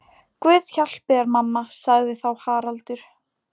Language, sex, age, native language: Icelandic, female, 18-19, Polish